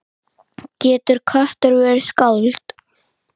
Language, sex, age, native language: Icelandic, female, 9, Icelandic